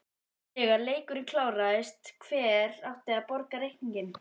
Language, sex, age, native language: Icelandic, female, 11, Icelandic